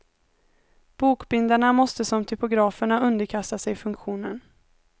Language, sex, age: Swedish, female, 19